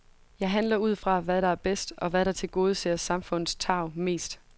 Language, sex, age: Danish, female, 22